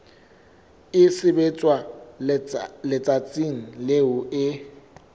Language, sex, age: Southern Sotho, male, 24